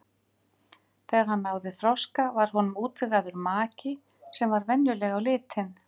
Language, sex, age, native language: Icelandic, female, 50-59, Icelandic